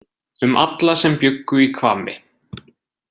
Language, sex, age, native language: Icelandic, male, 20-29, Icelandic